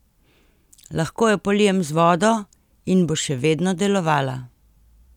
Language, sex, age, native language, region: Slovenian, female, 50-59, Slovenian, Central Slovenia